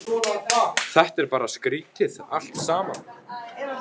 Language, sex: Icelandic, male